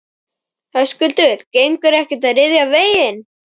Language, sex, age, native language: Icelandic, male, 12, Icelandic